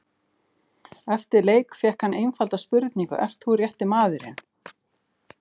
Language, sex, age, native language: Icelandic, female, 50-59, Icelandic